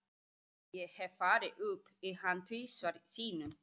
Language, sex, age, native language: Icelandic, female, 30-39, Icelandic